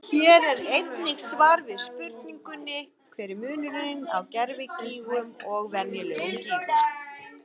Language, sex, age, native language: Icelandic, female, 50-59, Icelandic